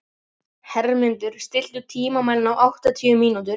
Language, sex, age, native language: Icelandic, male, 11, Icelandic